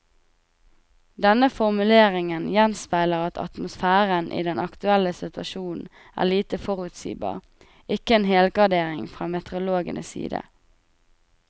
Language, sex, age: Norwegian, female, 20